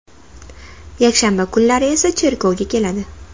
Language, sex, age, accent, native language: Uzbek, female, 19-29, Toshkent shahri, Uzbek